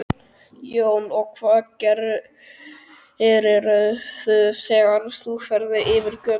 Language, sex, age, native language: Icelandic, male, 12, Icelandic